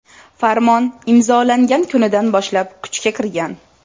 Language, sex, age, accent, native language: Uzbek, female, 18-24, Toshkent viloyati, Uzbek